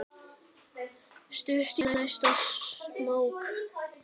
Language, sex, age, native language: Icelandic, male, 8, Icelandic